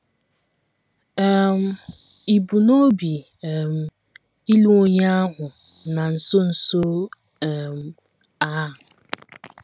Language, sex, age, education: Igbo, female, 15-29, tertiary